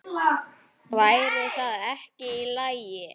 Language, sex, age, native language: Icelandic, male, 9, Icelandic